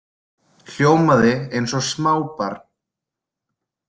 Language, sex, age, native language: Icelandic, male, 20-29, Icelandic